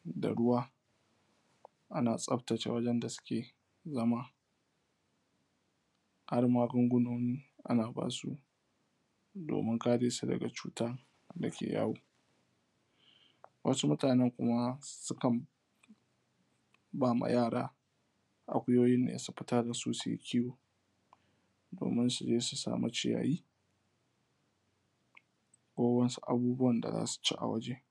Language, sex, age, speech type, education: Hausa, male, 15-29, spontaneous, tertiary